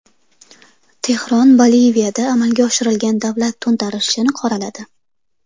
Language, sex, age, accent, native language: Uzbek, female, 25-34, Toshkent shahri, Uzbek